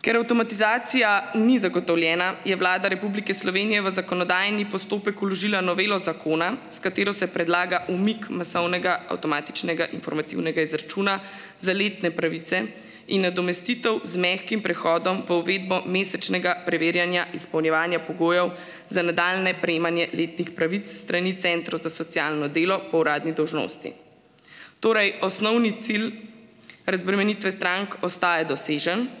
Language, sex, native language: Slovenian, female, Slovenian